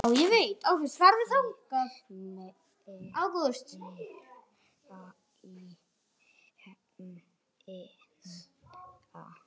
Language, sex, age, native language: Icelandic, male, 8, Icelandic